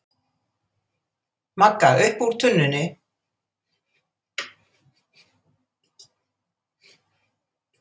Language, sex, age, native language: Icelandic, female, 80-89, Icelandic